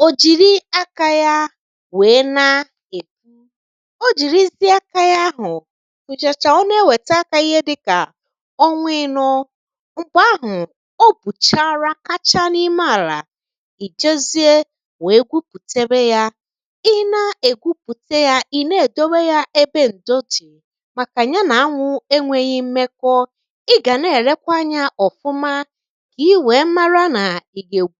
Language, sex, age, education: Igbo, female, 30-45, tertiary